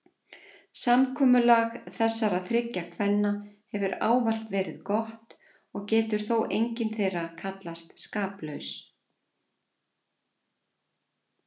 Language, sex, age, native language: Icelandic, female, 40-49, Icelandic